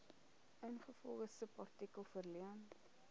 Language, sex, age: Afrikaans, female, 18